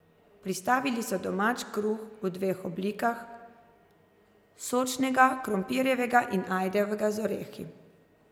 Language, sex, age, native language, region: Slovenian, female, 30-49, Slovenian, Zasavska region